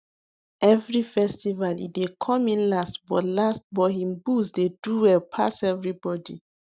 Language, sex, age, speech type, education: Nigerian Pidgin, female, 15-29, spontaneous, tertiary